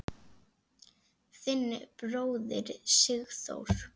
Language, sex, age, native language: Icelandic, female, 8, Icelandic